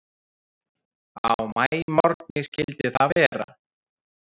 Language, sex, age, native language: Icelandic, male, 30-39, Icelandic